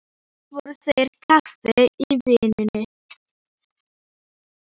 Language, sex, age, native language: Icelandic, female, 11, Icelandic